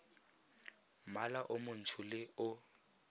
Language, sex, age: Tswana, male, 20